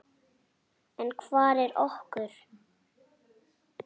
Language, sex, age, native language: Icelandic, female, 6, Icelandic